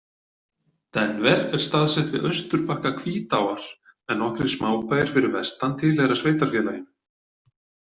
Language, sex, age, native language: Icelandic, male, 40-49, Icelandic